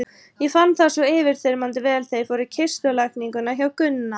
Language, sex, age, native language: Icelandic, female, 30-39, Icelandic